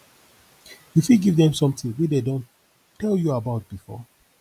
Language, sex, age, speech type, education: Nigerian Pidgin, male, 30-45, spontaneous, tertiary